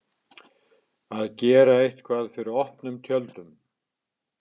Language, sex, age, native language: Icelandic, male, 60-69, Icelandic